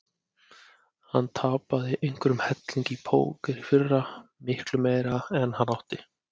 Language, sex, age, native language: Icelandic, male, 30-39, Icelandic